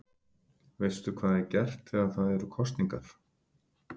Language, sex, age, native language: Icelandic, male, 50-59, Icelandic